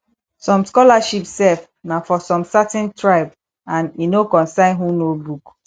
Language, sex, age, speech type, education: Nigerian Pidgin, female, 15-29, spontaneous, tertiary